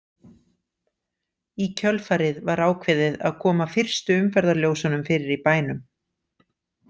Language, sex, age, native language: Icelandic, female, 40-49, Icelandic